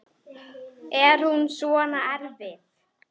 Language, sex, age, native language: Icelandic, male, 9, Icelandic